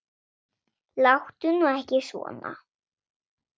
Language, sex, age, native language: Icelandic, female, 7, Swedish